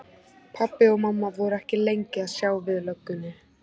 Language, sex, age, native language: Icelandic, female, 14, Icelandic